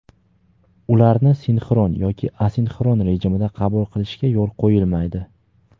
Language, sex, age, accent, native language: Uzbek, male, 19-29, Farg'ona, Uzbek